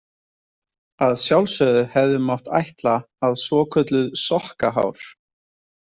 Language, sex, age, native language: Icelandic, male, 20-29, Icelandic